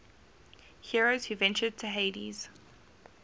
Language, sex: English, female